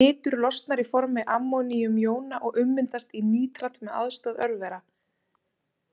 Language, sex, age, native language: Icelandic, female, 30-39, Icelandic